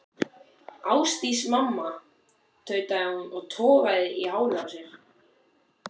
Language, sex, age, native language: Icelandic, male, 14, Icelandic